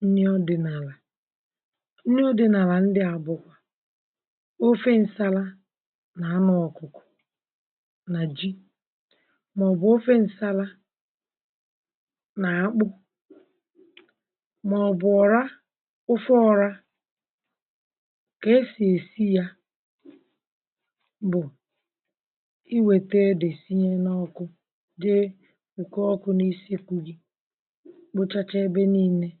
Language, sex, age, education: Igbo, male, 30-45, tertiary